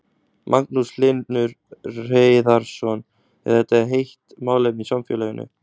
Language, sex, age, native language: Icelandic, male, 20-29, Icelandic